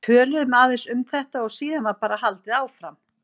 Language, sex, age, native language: Icelandic, female, 50-59, Icelandic